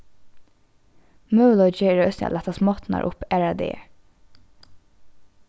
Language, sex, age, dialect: Faroese, female, 15-35, Norðurstreymoy/Eysturoy